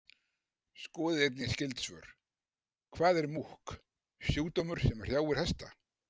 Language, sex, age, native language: Icelandic, male, 60-69, Icelandic